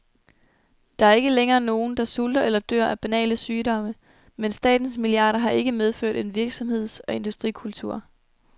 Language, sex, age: Danish, female, 21